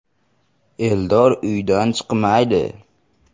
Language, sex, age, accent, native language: Uzbek, male, 12-17, Andijon, Uzbek